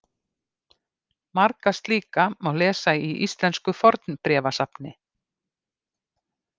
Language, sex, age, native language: Icelandic, female, 50-59, Icelandic